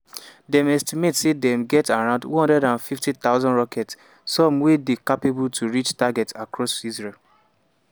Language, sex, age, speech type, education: Nigerian Pidgin, male, 15-29, spontaneous, tertiary